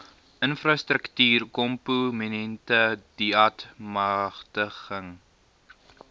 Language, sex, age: Afrikaans, male, 19